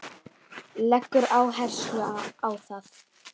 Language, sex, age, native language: Icelandic, female, 10, Icelandic